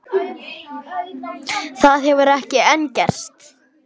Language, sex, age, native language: Icelandic, male, 10, Icelandic